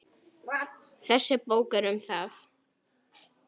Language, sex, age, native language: Icelandic, female, 9, Icelandic